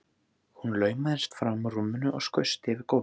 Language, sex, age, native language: Icelandic, male, 14, Icelandic